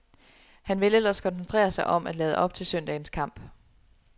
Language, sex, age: Danish, female, 27